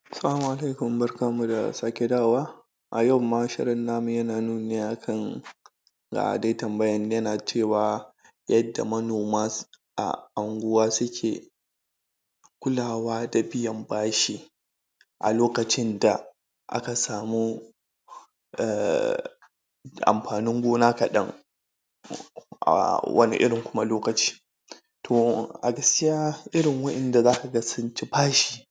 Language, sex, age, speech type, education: Hausa, male, 30-45, spontaneous, tertiary